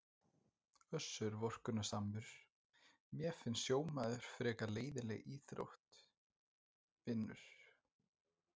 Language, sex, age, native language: Icelandic, male, 20-29, Icelandic